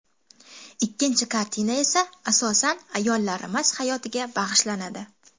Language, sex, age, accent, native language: Uzbek, female, 18-24, Toshkent shahri, Uzbek